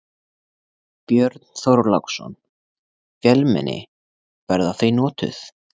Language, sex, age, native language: Icelandic, male, 20-29, Icelandic